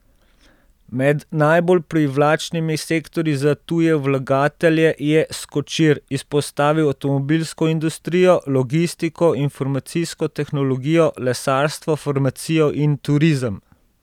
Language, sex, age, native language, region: Slovenian, male, 30-49, Slovenian, Central Slovenia